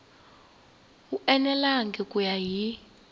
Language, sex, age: Tsonga, female, 20